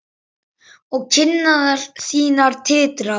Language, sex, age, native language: Icelandic, male, 10, Icelandic